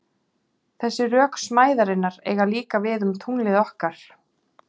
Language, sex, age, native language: Icelandic, female, 40-49, Icelandic